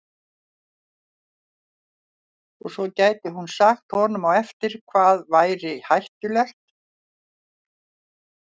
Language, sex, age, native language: Icelandic, female, 60-69, Icelandic